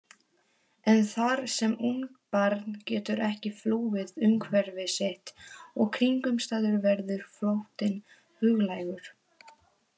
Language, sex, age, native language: Icelandic, female, 18-19, Polish